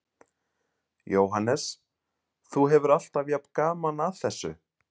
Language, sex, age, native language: Icelandic, male, 30-39, Icelandic